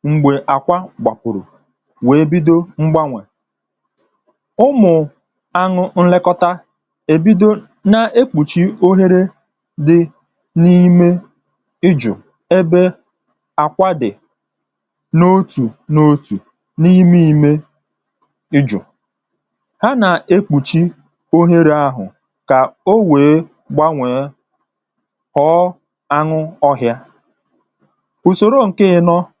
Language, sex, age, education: Igbo, male, 30-45, tertiary